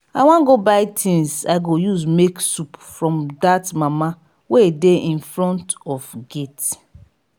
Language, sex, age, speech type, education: Nigerian Pidgin, female, 30-45, spontaneous, tertiary